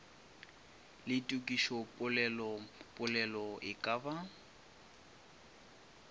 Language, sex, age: Northern Sotho, male, 23